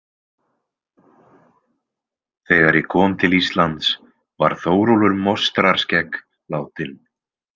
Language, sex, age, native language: Icelandic, male, 20-29, Icelandic